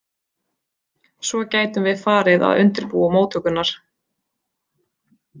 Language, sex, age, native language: Icelandic, female, 20-29, Icelandic